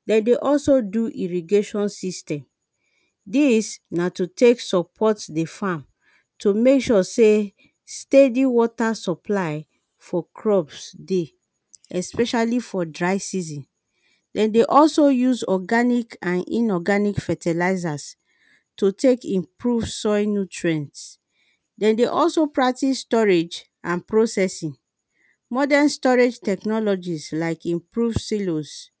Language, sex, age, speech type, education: Nigerian Pidgin, female, 30-45, spontaneous, secondary